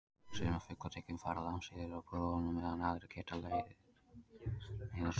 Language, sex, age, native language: Icelandic, male, 20-29, Icelandic